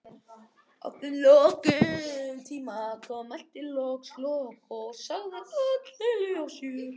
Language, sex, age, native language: Icelandic, other, 18-19, Icelandic